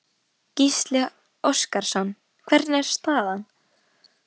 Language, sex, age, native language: Icelandic, female, 12, Icelandic